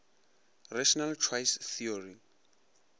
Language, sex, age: Northern Sotho, male, 22